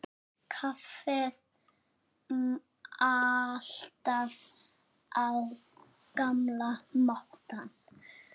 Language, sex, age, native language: Icelandic, female, 6, Icelandic